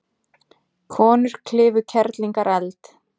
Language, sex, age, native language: Icelandic, female, 30-39, Icelandic